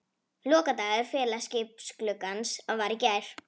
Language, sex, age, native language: Icelandic, female, 18-19, Icelandic